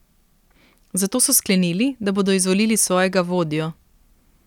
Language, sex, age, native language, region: Slovenian, female, 18-29, Slovenian, Primorsko-notranjska region